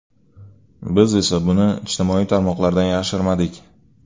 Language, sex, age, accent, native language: Uzbek, male, 25-34, Sirdaryo, Uzbek